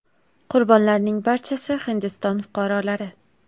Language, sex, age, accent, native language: Uzbek, female, 18-24, Toshkent viloyati, Uzbek